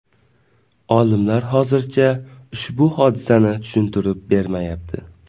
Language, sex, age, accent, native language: Uzbek, male, 18-24, Navoiy, Uzbek